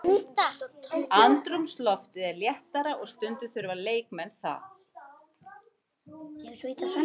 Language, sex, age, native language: Icelandic, female, 40-49, Icelandic